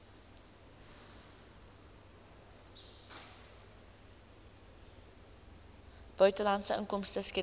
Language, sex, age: Afrikaans, female, 19